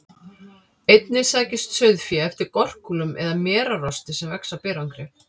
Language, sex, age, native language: Icelandic, female, 50-59, Icelandic